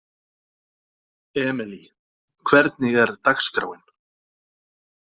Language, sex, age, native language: Icelandic, male, 40-49, Icelandic